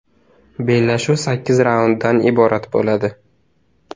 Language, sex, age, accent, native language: Uzbek, male, under 19, Navoiy, Uzbek